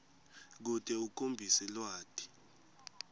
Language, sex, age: Swati, male, 18